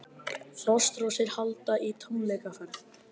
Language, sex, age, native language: Icelandic, female, 30-39, Icelandic